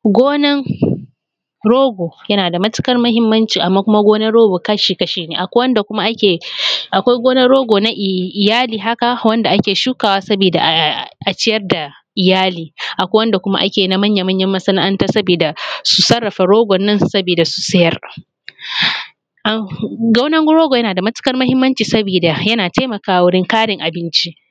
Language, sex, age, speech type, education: Hausa, female, 15-29, spontaneous, tertiary